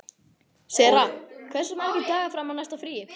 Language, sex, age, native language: Icelandic, male, 11, Icelandic